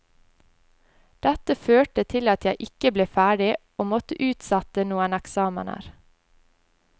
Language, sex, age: Norwegian, female, 20